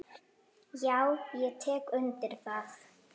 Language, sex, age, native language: Icelandic, female, 8, Icelandic